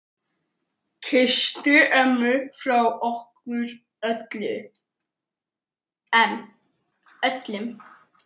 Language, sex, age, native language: Icelandic, male, 9, Icelandic